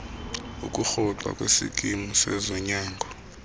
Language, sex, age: Xhosa, male, 33